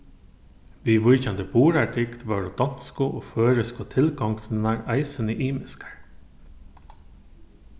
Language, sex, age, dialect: Faroese, male, 36-60, Norðurstreymoy/Eysturoy